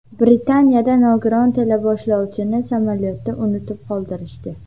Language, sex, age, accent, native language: Uzbek, female, under 19, Qashqadaryo, Uzbek